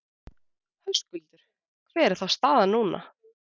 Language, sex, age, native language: Icelandic, female, 20-29, Icelandic